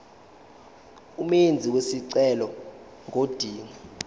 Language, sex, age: Zulu, male, 21